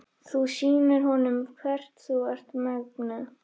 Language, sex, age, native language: Icelandic, female, 13, Icelandic